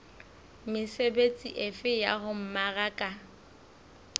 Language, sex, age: Southern Sotho, female, 25